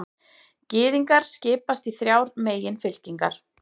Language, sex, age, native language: Icelandic, female, 30-39, Icelandic